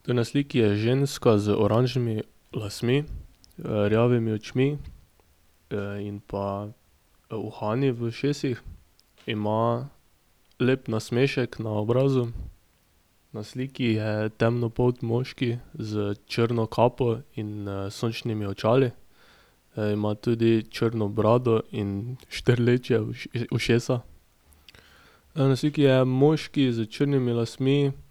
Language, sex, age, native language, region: Slovenian, male, 18-29, Slovenian, Drava region